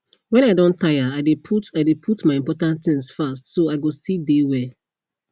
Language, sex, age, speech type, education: Nigerian Pidgin, female, 15-29, spontaneous, tertiary